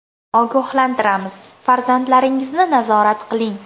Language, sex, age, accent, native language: Uzbek, female, under 19, Toshkent shahri, Uzbek